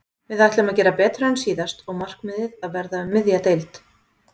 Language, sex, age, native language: Icelandic, female, 40-49, Icelandic